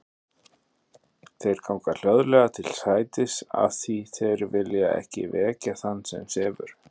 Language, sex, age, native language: Icelandic, male, 30-39, Icelandic